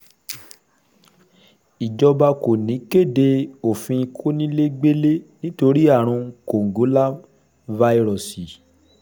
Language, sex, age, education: Yoruba, male, 30-45, secondary